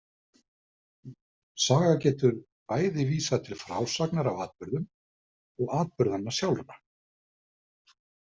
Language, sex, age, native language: Icelandic, male, 50-59, Icelandic